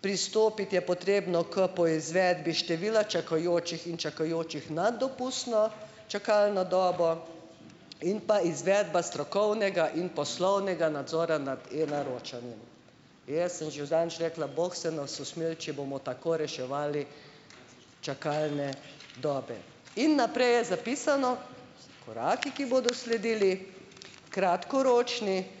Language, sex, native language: Slovenian, female, Slovenian